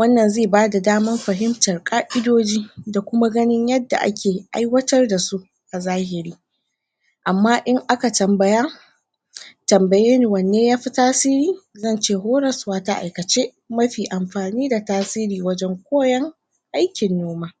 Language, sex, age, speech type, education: Hausa, female, 60+, spontaneous, tertiary